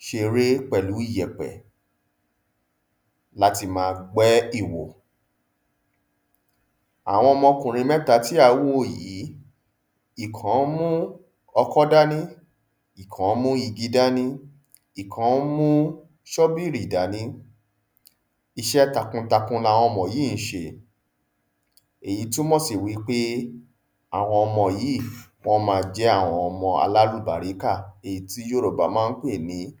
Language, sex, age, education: Yoruba, male, 30-45, tertiary